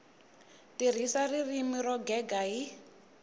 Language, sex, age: Tsonga, female, 19